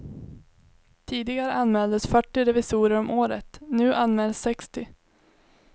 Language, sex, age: Swedish, female, 21